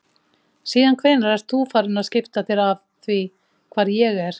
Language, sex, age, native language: Icelandic, female, 50-59, Icelandic